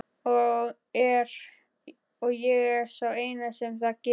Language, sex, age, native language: Icelandic, male, 11, Icelandic